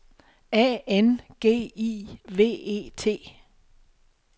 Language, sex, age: Danish, female, 62